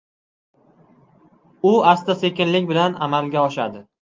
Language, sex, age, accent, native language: Uzbek, male, 12-17, Qashqadaryo, Uzbek